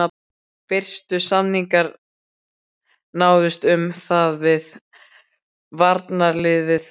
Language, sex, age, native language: Icelandic, male, 12, Icelandic